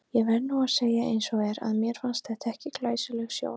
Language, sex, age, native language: Icelandic, female, 30-39, Icelandic